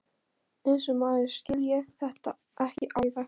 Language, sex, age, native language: Icelandic, female, 13, Polish